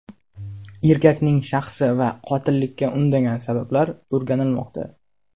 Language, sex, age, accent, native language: Uzbek, male, 18-24, Namangan, Uzbek